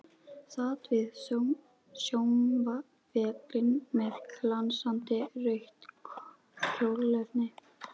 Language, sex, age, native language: Icelandic, female, 12, Icelandic